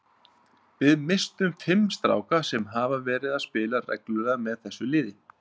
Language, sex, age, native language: Icelandic, male, 30-39, Icelandic